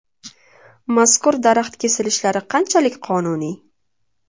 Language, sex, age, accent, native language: Uzbek, female, 19-29, Toshkent shahri, Uzbek